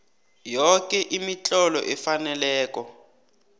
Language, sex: South Ndebele, male